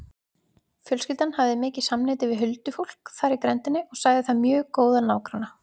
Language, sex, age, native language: Icelandic, female, 20-29, Icelandic